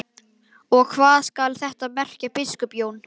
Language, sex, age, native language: Icelandic, male, 11, Icelandic